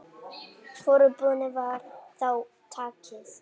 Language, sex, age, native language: Icelandic, female, 8, Icelandic